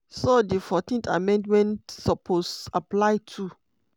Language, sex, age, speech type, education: Nigerian Pidgin, female, 30-45, spontaneous, tertiary